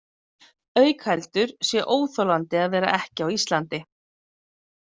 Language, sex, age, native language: Icelandic, female, 40-49, Icelandic